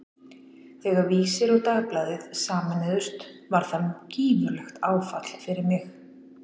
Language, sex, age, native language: Icelandic, female, 40-49, Icelandic